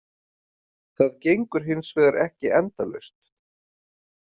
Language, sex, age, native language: Icelandic, male, 40-49, Icelandic